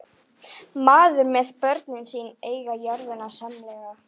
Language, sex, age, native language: Icelandic, female, 11, Icelandic